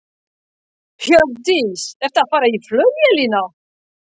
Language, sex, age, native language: Icelandic, female, 60-69, French